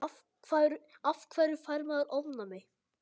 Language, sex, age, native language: Icelandic, female, 18-19, Icelandic